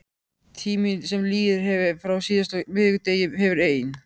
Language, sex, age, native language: Icelandic, male, 13, Icelandic